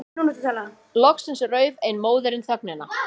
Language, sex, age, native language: Icelandic, female, 50-59, Icelandic